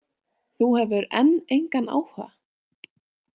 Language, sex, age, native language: Icelandic, female, 18-19, Icelandic